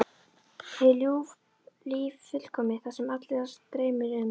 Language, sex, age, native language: Icelandic, female, 11, Icelandic